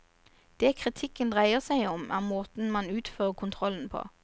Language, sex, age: Norwegian, female, 29